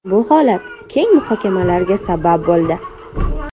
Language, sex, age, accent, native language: Uzbek, female, 25-34, Andijon, Uzbek